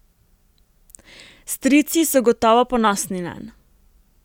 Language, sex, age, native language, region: Slovenian, female, 18-29, Slovenian, Primorsko-notranjska region